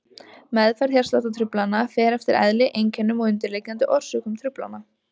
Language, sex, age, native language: Icelandic, female, 20-29, Icelandic